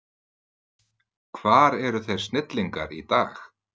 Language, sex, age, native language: Icelandic, male, 30-39, Icelandic